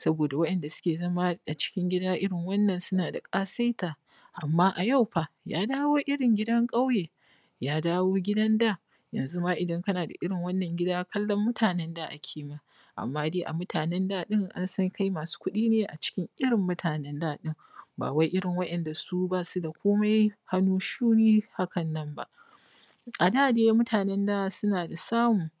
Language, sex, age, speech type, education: Hausa, female, 30-45, spontaneous, primary